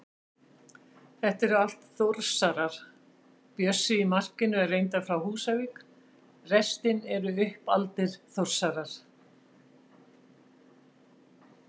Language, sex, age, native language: Icelandic, female, 60-69, Icelandic